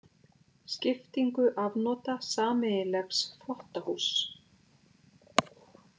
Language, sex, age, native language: Icelandic, female, 40-49, Icelandic